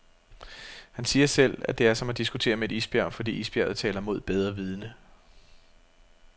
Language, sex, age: Danish, male, 32